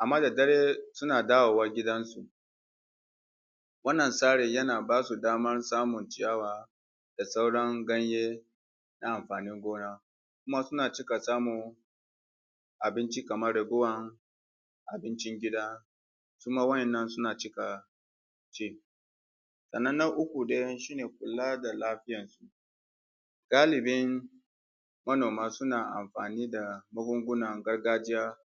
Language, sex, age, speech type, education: Hausa, male, 30-45, spontaneous, tertiary